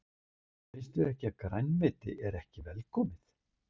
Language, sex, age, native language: Icelandic, male, 60-69, Icelandic